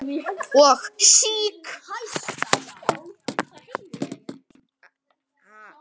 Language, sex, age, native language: Icelandic, male, 10, Icelandic